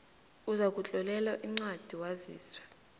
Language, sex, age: South Ndebele, female, 18